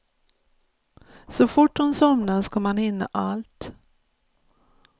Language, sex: Swedish, female